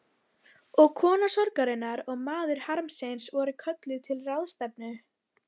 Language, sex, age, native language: Icelandic, female, 13, Icelandic